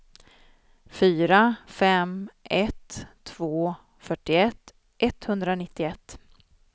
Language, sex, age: Swedish, female, 40